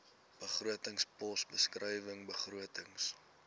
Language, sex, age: Afrikaans, male, 19